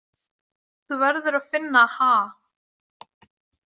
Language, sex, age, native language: Icelandic, female, 18-19, Icelandic